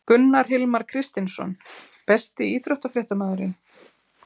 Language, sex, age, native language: Icelandic, female, 40-49, Icelandic